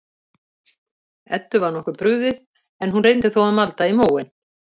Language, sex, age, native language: Icelandic, female, 70-79, Icelandic